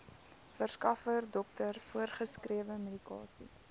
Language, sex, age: Afrikaans, female, 19